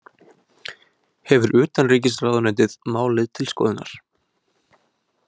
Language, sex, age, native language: Icelandic, male, 20-29, Icelandic